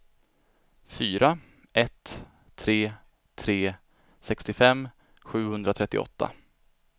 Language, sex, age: Swedish, male, 25